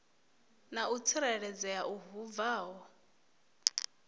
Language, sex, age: Venda, female, 21